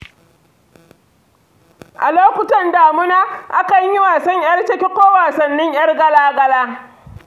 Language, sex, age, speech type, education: Hausa, female, 46-60, read, secondary